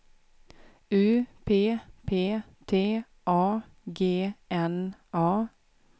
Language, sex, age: Swedish, female, 36